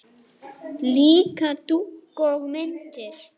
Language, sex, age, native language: Icelandic, male, 9, Icelandic